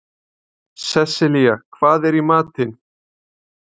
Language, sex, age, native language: Icelandic, male, 20-29, Icelandic